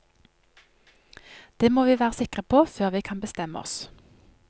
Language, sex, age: Norwegian, female, 31